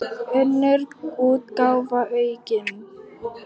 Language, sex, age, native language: Icelandic, female, 10, Polish